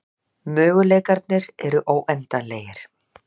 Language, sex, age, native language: Icelandic, female, 60-69, Icelandic